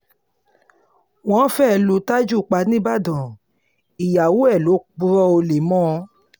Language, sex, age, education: Yoruba, female, 30-45, tertiary